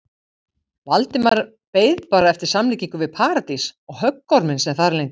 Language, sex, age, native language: Icelandic, female, 50-59, Icelandic